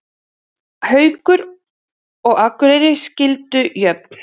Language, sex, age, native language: Icelandic, female, 30-39, Icelandic